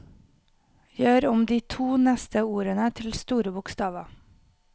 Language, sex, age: Norwegian, female, 28